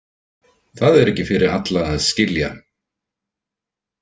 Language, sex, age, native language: Icelandic, male, 50-59, Icelandic